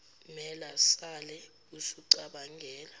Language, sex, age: Zulu, female, 17